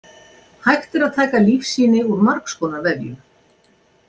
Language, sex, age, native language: Icelandic, female, 60-69, Icelandic